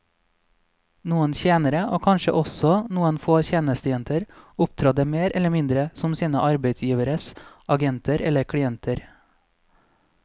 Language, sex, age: Norwegian, male, 26